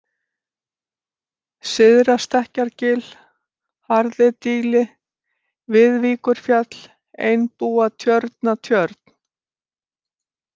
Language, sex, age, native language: Icelandic, female, 60-69, Icelandic